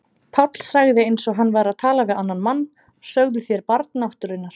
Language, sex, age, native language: Icelandic, female, 30-39, Icelandic